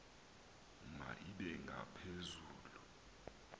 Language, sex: Xhosa, male